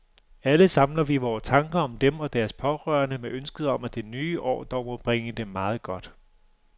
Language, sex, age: Danish, male, 35